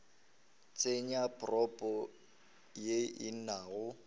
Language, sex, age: Northern Sotho, male, 19